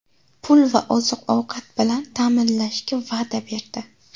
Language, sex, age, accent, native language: Uzbek, female, under 19, Navoiy, Uzbek